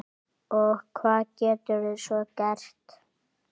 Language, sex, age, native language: Icelandic, male, 8, Icelandic